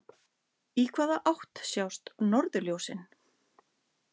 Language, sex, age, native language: Icelandic, female, 60-69, Icelandic